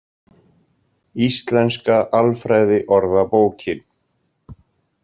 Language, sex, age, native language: Icelandic, male, 40-49, Icelandic